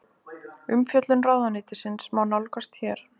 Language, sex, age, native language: Icelandic, female, 20-29, Icelandic